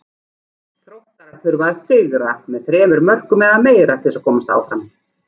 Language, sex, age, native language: Icelandic, female, 40-49, Icelandic